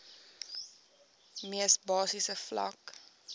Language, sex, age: Afrikaans, female, 18